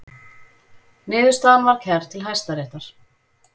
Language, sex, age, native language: Icelandic, female, 40-49, Icelandic